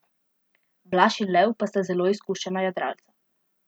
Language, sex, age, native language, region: Slovenian, female, 12-17, Slovenian, Central Slovenia